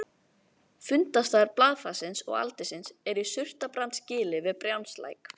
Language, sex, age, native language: Icelandic, female, 13, Icelandic